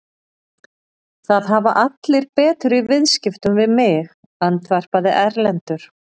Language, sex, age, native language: Icelandic, female, 40-49, Icelandic